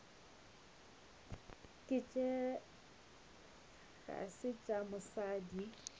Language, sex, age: Northern Sotho, female, 29